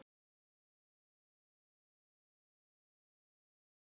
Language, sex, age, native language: Icelandic, female, 14, Icelandic